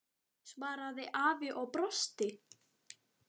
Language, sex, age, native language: Icelandic, male, 9, Icelandic